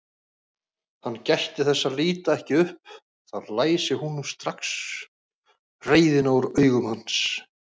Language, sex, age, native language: Icelandic, male, 40-49, Icelandic